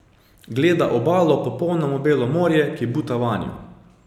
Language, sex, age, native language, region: Slovenian, male, 30-49, Slovenian, Savinja region